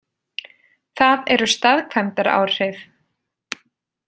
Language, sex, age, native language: Icelandic, female, 30-39, Icelandic